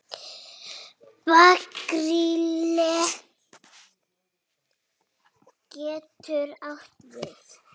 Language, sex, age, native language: Icelandic, female, 7, Icelandic